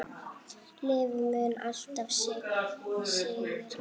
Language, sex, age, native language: Icelandic, female, 8, Icelandic